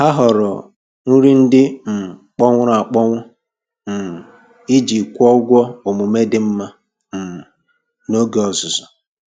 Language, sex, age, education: Igbo, male, 15-29, tertiary